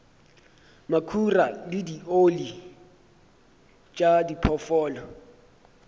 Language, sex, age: Northern Sotho, male, 23